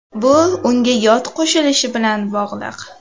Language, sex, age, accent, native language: Uzbek, female, 12-17, Farg'ona, Uzbek